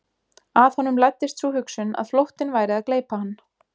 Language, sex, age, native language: Icelandic, female, 20-29, Icelandic